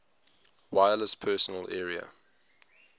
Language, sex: English, male